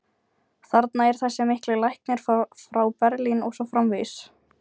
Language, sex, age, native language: Icelandic, female, 20-29, Ukrainian